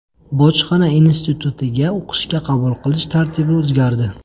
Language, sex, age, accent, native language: Uzbek, male, 25-34, Qashqadaryo, Uzbek